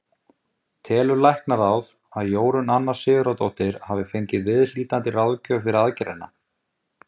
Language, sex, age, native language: Icelandic, male, 20-29, Icelandic